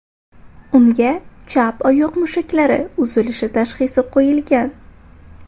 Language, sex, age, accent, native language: Uzbek, female, 18-24, Toshkent shahri, Uzbek